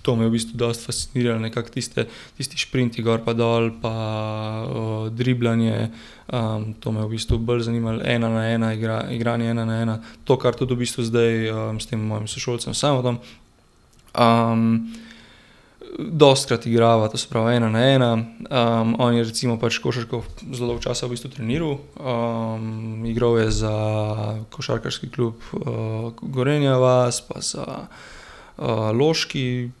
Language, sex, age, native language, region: Slovenian, male, 18-29, Slovenian, Gorenjska region